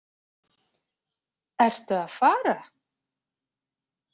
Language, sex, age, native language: Icelandic, female, 40-49, Icelandic